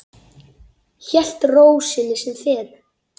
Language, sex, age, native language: Icelandic, female, 8, Icelandic